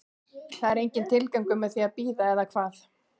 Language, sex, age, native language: Icelandic, female, 40-49, Icelandic